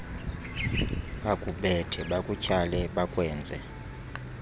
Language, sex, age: Xhosa, male, 31